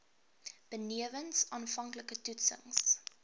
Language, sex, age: Afrikaans, female, 23